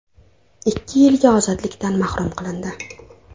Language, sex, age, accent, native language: Uzbek, female, under 19, Toshkent viloyati, Uzbek